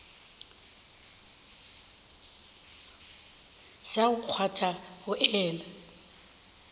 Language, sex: Northern Sotho, female